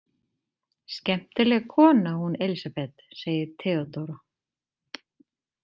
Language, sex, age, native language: Icelandic, female, 30-39, Icelandic